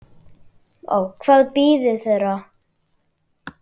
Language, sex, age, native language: Icelandic, male, 9, Icelandic